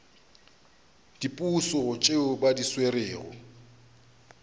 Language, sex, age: Northern Sotho, male, 29